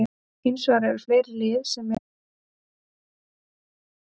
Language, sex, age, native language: Icelandic, female, 30-39, Icelandic